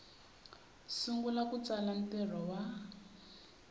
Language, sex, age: Tsonga, female, 18